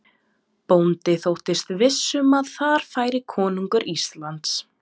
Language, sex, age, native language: Icelandic, female, 20-29, Serbo-Croatian